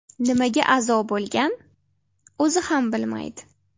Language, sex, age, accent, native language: Uzbek, female, 12-17, Namangan, Uzbek